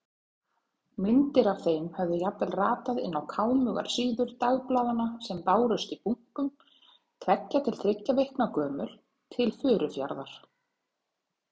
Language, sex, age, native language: Icelandic, female, 30-39, Icelandic